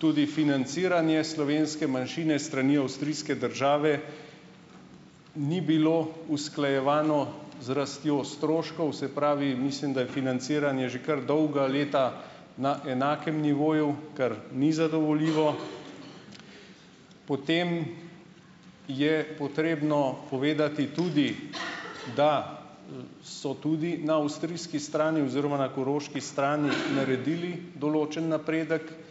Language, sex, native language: Slovenian, male, Slovenian